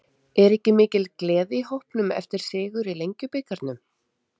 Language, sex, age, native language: Icelandic, female, 30-39, Icelandic